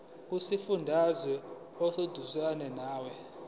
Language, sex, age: Zulu, male, 20